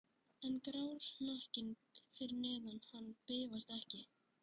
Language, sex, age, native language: Icelandic, male, 11, Icelandic